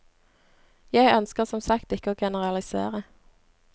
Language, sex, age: Norwegian, female, 26